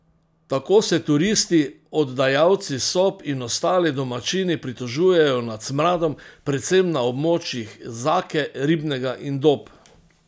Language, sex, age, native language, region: Slovenian, male, 60+, Slovenian, Central Slovenia